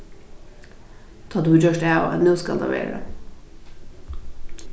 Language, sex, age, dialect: Faroese, female, 15-35, Vágar